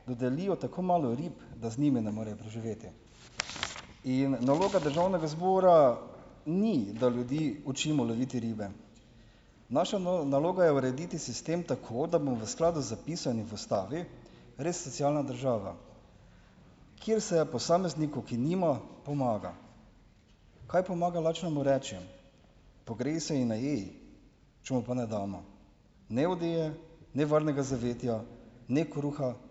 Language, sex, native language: Slovenian, male, Slovenian